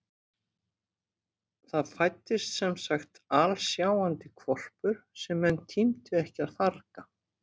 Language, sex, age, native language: Icelandic, female, 50-59, Icelandic